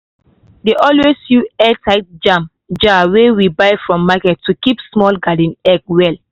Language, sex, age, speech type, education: Nigerian Pidgin, female, 15-29, spontaneous, tertiary